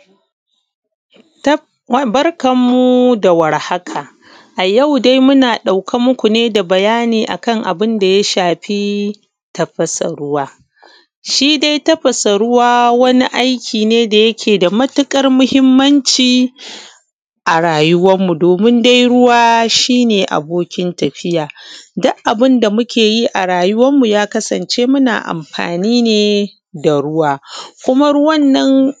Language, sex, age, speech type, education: Hausa, female, 15-29, spontaneous, tertiary